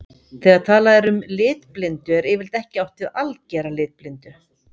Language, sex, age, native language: Icelandic, female, 50-59, Icelandic